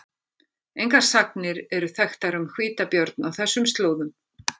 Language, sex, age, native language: Icelandic, female, 50-59, Icelandic